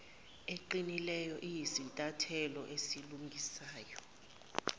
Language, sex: Zulu, female